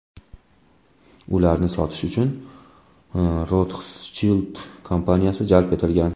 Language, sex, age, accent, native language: Uzbek, male, 18-24, Toshkent viloyati, Uzbek